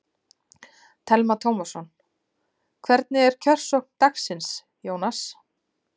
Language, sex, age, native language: Icelandic, female, 30-39, Icelandic